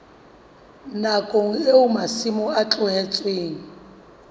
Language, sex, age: Southern Sotho, female, 35